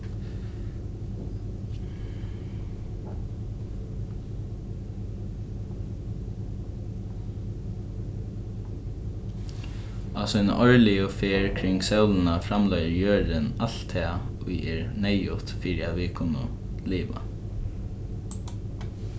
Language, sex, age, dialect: Faroese, male, 15-35, Norðuroyggjar